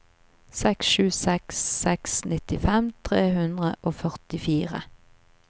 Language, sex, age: Norwegian, female, 38